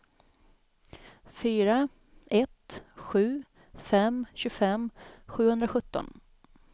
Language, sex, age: Swedish, female, 27